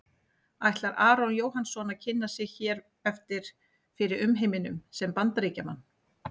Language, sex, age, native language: Icelandic, female, 40-49, Icelandic